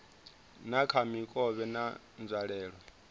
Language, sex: Venda, male